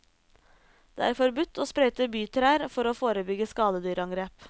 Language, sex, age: Norwegian, female, 26